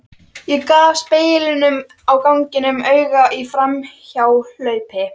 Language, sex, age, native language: Icelandic, female, 13, Icelandic